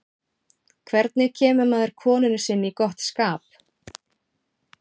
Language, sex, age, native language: Icelandic, female, 40-49, Icelandic